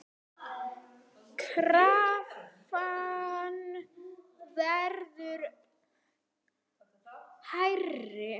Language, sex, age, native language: Icelandic, female, 8, Icelandic